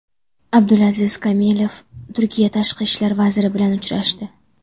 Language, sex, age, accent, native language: Uzbek, female, under 19, Samarqand, Uzbek